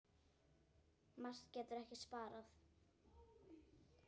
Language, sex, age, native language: Icelandic, female, 9, Icelandic